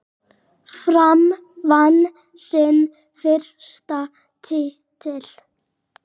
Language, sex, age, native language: Icelandic, female, 8, Icelandic